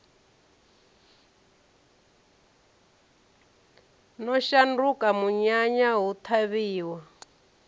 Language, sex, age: Venda, female, 34